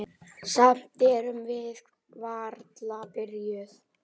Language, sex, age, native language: Icelandic, male, 8, Icelandic